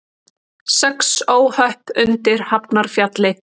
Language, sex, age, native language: Icelandic, female, 30-39, Icelandic